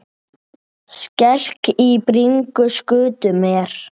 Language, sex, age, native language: Icelandic, male, 8, Icelandic